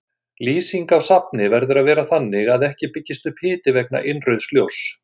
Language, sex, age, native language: Icelandic, male, 60-69, Icelandic